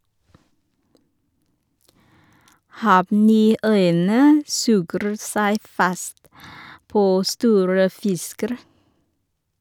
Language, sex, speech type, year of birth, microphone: Norwegian, female, read, 1983, Shure